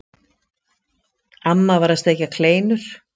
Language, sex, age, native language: Icelandic, female, 50-59, Icelandic